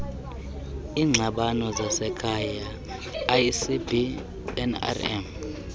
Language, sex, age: Xhosa, male, 24